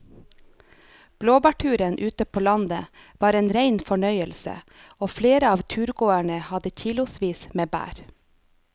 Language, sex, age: Norwegian, female, 30